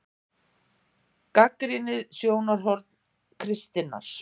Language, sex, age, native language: Icelandic, female, 50-59, Icelandic